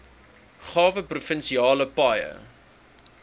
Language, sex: Afrikaans, male